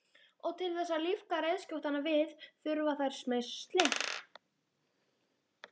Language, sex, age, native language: Icelandic, female, 12, Icelandic